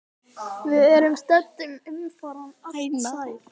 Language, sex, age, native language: Icelandic, male, 12, Icelandic